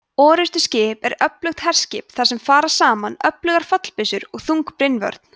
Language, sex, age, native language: Icelandic, female, 20-29, Icelandic